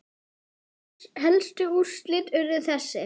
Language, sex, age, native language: Icelandic, female, 10, Icelandic